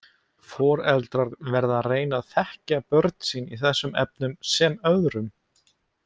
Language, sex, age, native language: Icelandic, male, 20-29, Icelandic